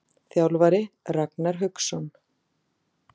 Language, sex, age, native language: Icelandic, female, 40-49, Icelandic